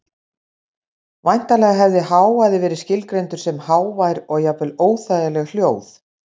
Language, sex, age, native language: Icelandic, female, 60-69, Icelandic